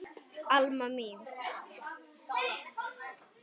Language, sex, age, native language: Icelandic, female, 9, Icelandic